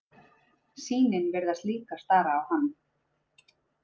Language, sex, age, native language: Icelandic, female, 30-39, Icelandic